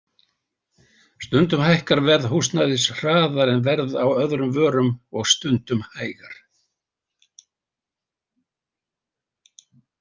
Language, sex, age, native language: Icelandic, male, 80-89, Icelandic